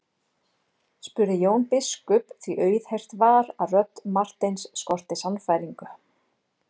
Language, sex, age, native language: Icelandic, female, 40-49, Icelandic